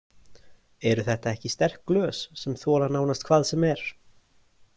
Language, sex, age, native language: Icelandic, male, 20-29, Icelandic